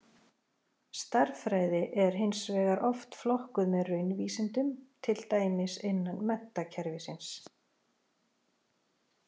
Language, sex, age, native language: Icelandic, female, 40-49, Icelandic